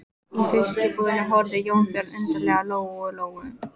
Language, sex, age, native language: Icelandic, female, 14, Icelandic